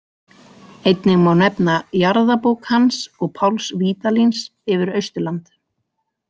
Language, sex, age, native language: Icelandic, female, 40-49, Icelandic